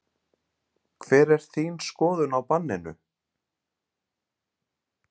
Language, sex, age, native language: Icelandic, male, 30-39, Icelandic